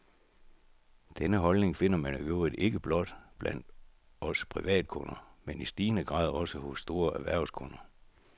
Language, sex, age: Danish, male, 64